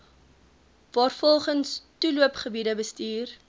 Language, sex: Afrikaans, female